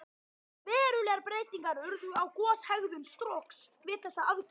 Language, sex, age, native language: Icelandic, male, 12, Icelandic